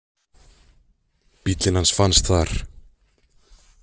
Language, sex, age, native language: Icelandic, male, 20-29, Icelandic